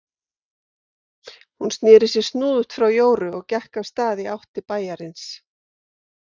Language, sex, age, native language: Icelandic, female, 50-59, Icelandic